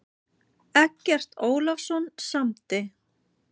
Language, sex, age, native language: Icelandic, female, 30-39, Icelandic